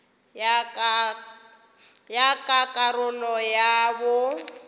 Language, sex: Northern Sotho, female